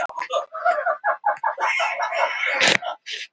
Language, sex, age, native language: Icelandic, female, 18-19, Icelandic